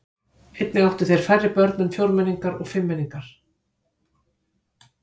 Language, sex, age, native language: Icelandic, female, 50-59, Icelandic